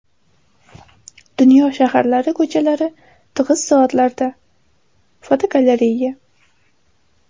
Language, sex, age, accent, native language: Uzbek, female, 18-24, Samarqand, Uzbek